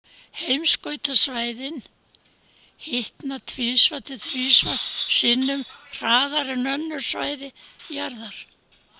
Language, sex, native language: Icelandic, female, Icelandic